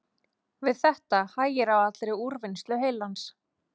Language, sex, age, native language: Icelandic, female, 30-39, Icelandic